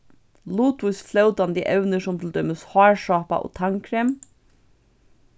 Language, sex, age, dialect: Faroese, female, 15-35, Vágar